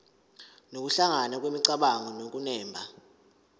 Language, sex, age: Zulu, male, 19